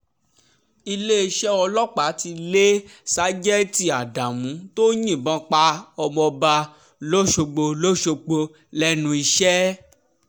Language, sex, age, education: Yoruba, male, 15-29, tertiary